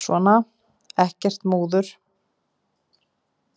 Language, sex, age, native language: Icelandic, female, 50-59, Icelandic